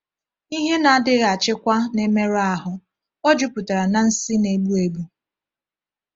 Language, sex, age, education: Igbo, female, 15-29, tertiary